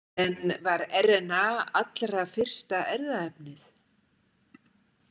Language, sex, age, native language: Icelandic, female, 60-69, Icelandic